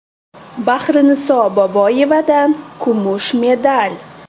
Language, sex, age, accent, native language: Uzbek, female, 25-34, Toshkent shahri, Uzbek